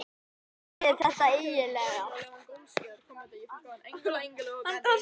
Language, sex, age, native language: Icelandic, male, 11, Icelandic